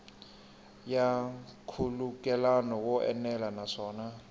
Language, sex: Tsonga, male